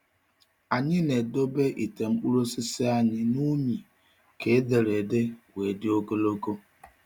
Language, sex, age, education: Igbo, male, 46-60, tertiary